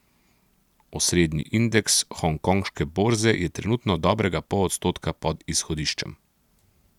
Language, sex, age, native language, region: Slovenian, male, 30-49, Slovenian, Central Slovenia